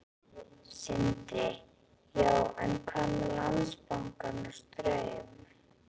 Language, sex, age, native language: Icelandic, female, 11, Icelandic